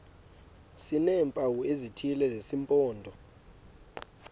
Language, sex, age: Xhosa, male, 19